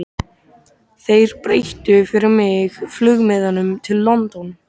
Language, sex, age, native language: Icelandic, male, 13, Icelandic